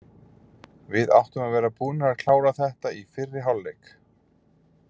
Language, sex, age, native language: Icelandic, male, 40-49, Icelandic